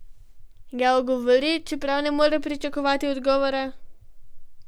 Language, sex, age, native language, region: Slovenian, female, 12-17, Slovenian, Gorenjska region